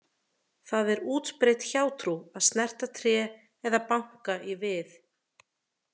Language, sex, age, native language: Icelandic, female, 30-39, Icelandic